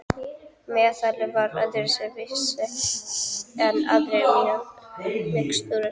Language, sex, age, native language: Icelandic, female, 12, Icelandic